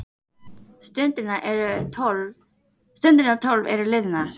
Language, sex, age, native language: Icelandic, female, 18-19, Icelandic